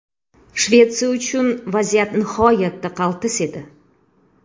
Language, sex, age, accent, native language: Uzbek, female, 35+, Toshkent shahri, Uzbek